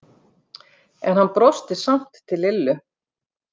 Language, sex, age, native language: Icelandic, female, 50-59, Icelandic